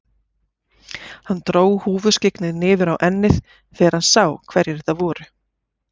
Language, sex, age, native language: Icelandic, female, 40-49, Icelandic